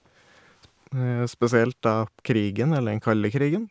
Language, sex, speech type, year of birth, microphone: Norwegian, male, spontaneous, 1989, Shure